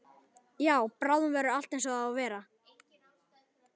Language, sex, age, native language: Icelandic, male, 11, Icelandic